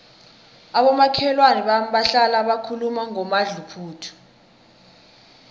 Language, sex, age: South Ndebele, female, 21